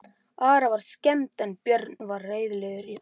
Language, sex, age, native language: Icelandic, male, 11, Icelandic